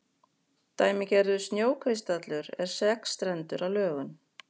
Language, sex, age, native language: Icelandic, female, 40-49, Icelandic